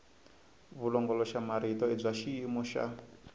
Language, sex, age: Tsonga, male, 22